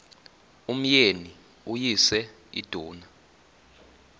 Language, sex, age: Xhosa, male, 24